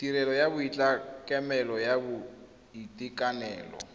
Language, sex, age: Tswana, male, 21